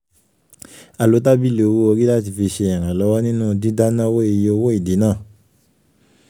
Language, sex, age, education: Yoruba, male, 15-29, secondary